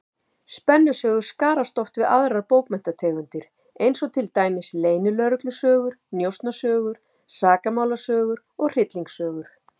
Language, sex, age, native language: Icelandic, female, 50-59, Icelandic